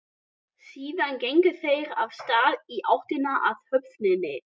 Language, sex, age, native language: Icelandic, male, 12, Icelandic